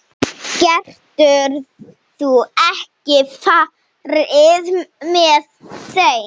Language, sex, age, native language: Icelandic, female, 7, Icelandic